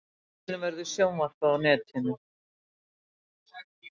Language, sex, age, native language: Icelandic, female, 60-69, Icelandic